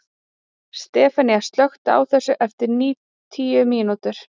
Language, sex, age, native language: Icelandic, female, 30-39, Icelandic